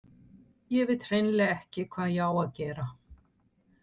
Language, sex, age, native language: Icelandic, female, 60-69, Icelandic